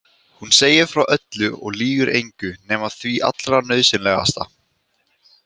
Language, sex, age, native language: Icelandic, female, 18-19, Icelandic